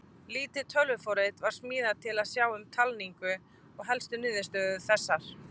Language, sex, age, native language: Icelandic, female, 20-29, Icelandic